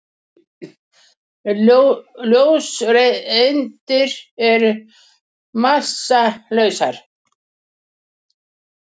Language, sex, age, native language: Icelandic, female, 60-69, Icelandic